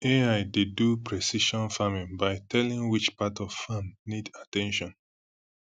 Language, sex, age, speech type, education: Nigerian Pidgin, male, 15-29, spontaneous, tertiary